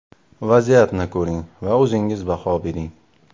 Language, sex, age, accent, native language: Uzbek, male, 25-34, Farg'ona, Uzbek